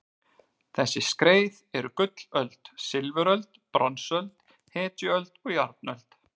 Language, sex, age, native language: Icelandic, male, 40-49, Icelandic